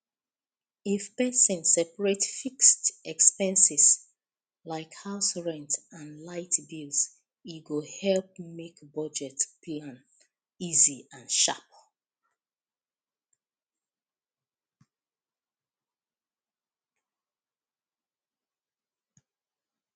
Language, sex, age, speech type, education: Nigerian Pidgin, female, 30-45, spontaneous, tertiary